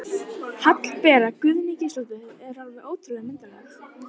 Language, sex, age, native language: Icelandic, female, 18-19, Icelandic